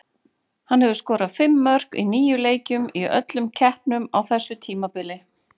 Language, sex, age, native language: Icelandic, female, 40-49, Icelandic